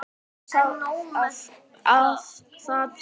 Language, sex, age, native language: Icelandic, male, 9, Icelandic